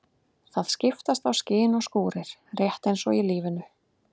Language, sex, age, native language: Icelandic, female, 30-39, Icelandic